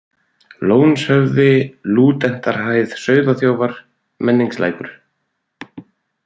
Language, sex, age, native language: Icelandic, male, 40-49, Icelandic